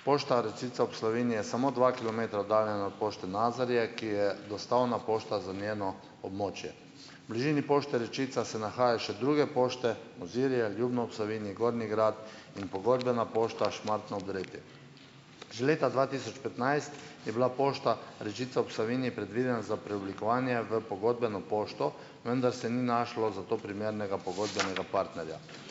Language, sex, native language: Slovenian, male, Slovenian